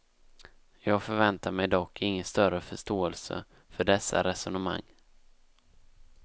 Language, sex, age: Swedish, male, 19